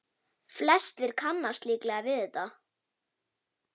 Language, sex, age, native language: Icelandic, female, 9, Icelandic